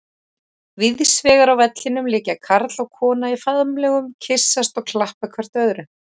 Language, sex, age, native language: Icelandic, female, 30-39, Icelandic